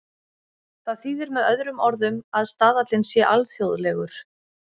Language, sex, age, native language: Icelandic, female, 30-39, Icelandic